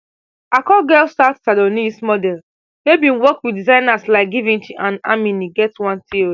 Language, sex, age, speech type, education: Nigerian Pidgin, female, 15-29, spontaneous, tertiary